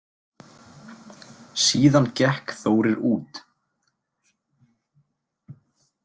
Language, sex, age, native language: Icelandic, male, 20-29, Icelandic